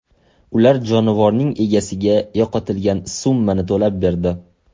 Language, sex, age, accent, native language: Uzbek, male, 18-24, Toshkent shahri, Uzbek